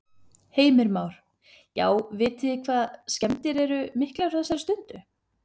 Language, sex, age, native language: Icelandic, female, 30-39, Icelandic